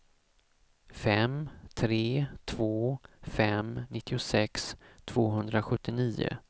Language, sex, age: Swedish, male, 34